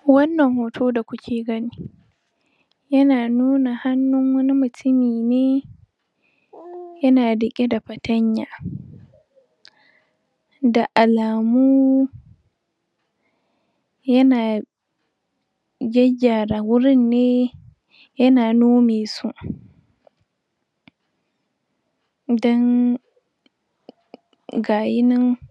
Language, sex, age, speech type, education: Hausa, female, 15-29, spontaneous, tertiary